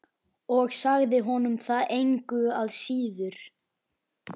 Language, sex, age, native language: Icelandic, male, 11, Icelandic